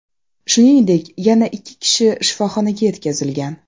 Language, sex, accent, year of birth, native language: Uzbek, female, Toshkent shahri, 1994, Uzbek